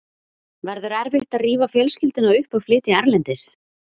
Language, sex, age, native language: Icelandic, female, 30-39, Icelandic